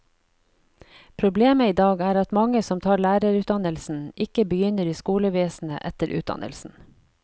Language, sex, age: Norwegian, female, 49